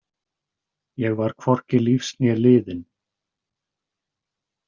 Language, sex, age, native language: Icelandic, male, 20-29, Icelandic